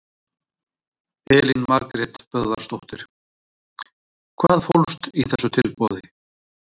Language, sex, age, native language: Icelandic, male, 60-69, Icelandic